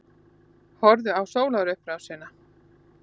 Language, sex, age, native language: Icelandic, female, 30-39, Icelandic